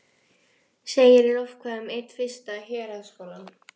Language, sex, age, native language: Icelandic, female, 14, Icelandic